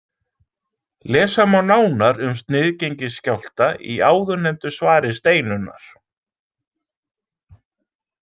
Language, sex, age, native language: Icelandic, male, 40-49, Icelandic